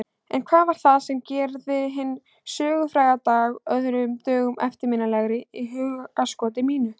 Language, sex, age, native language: Icelandic, female, 16, Icelandic